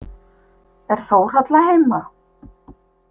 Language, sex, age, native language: Icelandic, female, 50-59, Icelandic